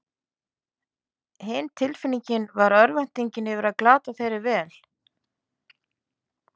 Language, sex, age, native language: Icelandic, female, 50-59, Icelandic